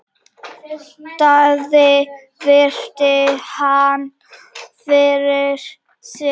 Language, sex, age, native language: Icelandic, male, 8, Czech